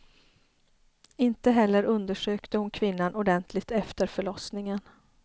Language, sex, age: Swedish, female, 33